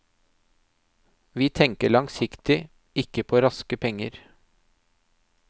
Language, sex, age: Norwegian, male, 30